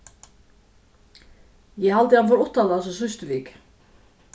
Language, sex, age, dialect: Faroese, female, 36-60, Suðuroy